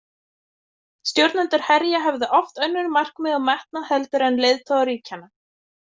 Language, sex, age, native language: Icelandic, female, 20-29, Icelandic